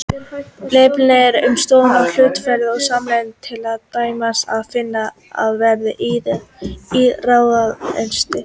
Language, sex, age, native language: Icelandic, female, 18-19, Icelandic